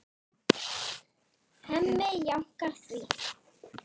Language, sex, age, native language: Icelandic, female, 9, Icelandic